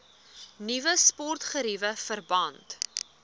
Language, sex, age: Afrikaans, female, 20